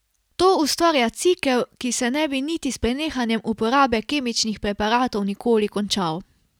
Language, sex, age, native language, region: Slovenian, female, 18-29, Slovenian, Carinthia region